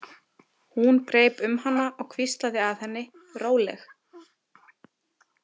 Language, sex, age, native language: Icelandic, female, 30-39, Icelandic